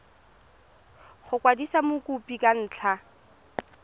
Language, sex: Tswana, female